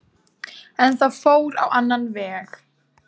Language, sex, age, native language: Icelandic, female, 18-19, Icelandic